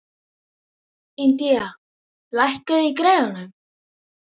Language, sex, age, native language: Icelandic, female, 12, Icelandic